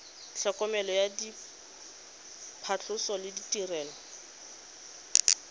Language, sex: Tswana, female